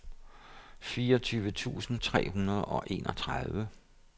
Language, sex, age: Danish, male, 57